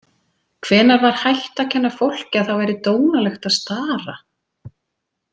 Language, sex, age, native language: Icelandic, female, 40-49, Icelandic